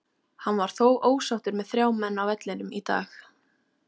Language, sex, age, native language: Icelandic, female, 18-19, Icelandic